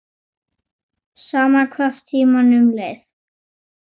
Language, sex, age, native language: Icelandic, male, 9, Icelandic